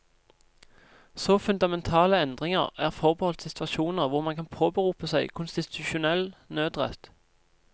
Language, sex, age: Norwegian, male, 26